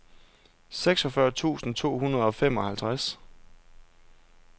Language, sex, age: Danish, male, 32